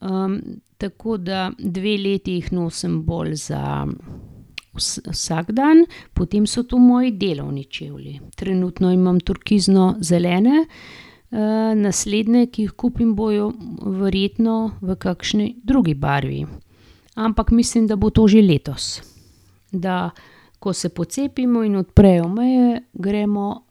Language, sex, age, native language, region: Slovenian, female, 50-59, Slovenian, Gorenjska region